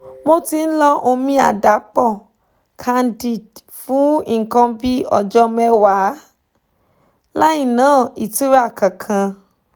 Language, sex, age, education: Yoruba, female, 15-29, tertiary